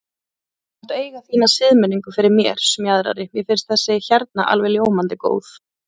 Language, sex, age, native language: Icelandic, female, 30-39, Icelandic